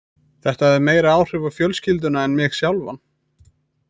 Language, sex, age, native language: Icelandic, male, 20-29, Icelandic